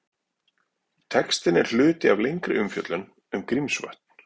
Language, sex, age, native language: Icelandic, male, 40-49, Icelandic